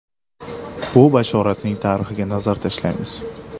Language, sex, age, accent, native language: Uzbek, male, 18-24, Andijon, Uzbek